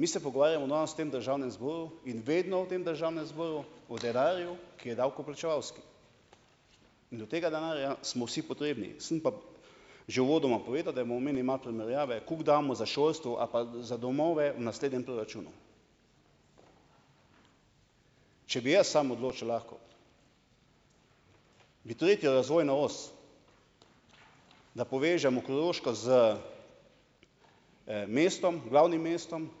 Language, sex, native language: Slovenian, male, Slovenian